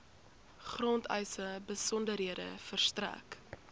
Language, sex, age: Afrikaans, female, 21